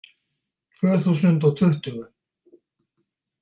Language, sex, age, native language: Icelandic, male, 50-59, Icelandic